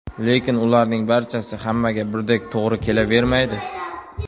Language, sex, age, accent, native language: Uzbek, male, 19-29, Toshkent viloyati, Uzbek